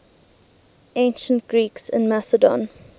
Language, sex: English, female